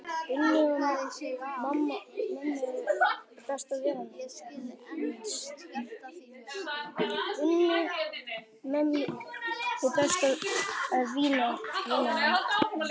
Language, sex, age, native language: Icelandic, male, 10, Icelandic